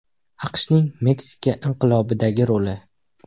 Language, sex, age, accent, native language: Uzbek, male, 18-24, Farg'ona, Uzbek